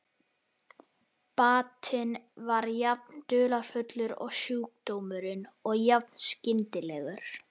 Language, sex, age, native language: Icelandic, male, 11, Icelandic